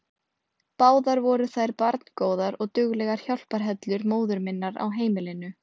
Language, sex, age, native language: Icelandic, female, 20-29, Icelandic